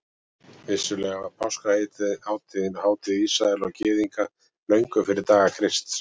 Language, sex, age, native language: Icelandic, male, 40-49, Icelandic